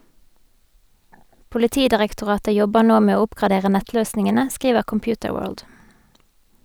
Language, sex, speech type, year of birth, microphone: Norwegian, female, read, 1985, Sennheiser